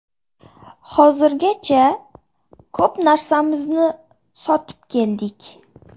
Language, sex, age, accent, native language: Uzbek, female, 25-34, Toshkent shahri, Uzbek